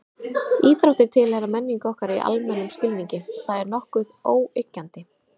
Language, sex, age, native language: Icelandic, female, 30-39, Icelandic